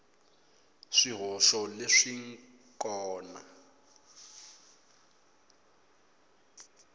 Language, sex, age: Tsonga, male, 22